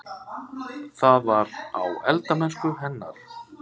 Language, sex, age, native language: Icelandic, male, 30-39, Icelandic